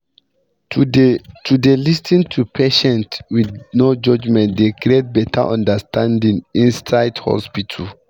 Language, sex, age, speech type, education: Nigerian Pidgin, male, 15-29, spontaneous, tertiary